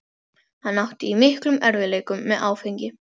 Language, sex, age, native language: Icelandic, female, 12, Icelandic